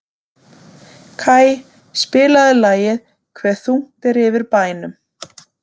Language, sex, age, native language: Icelandic, female, 30-39, Icelandic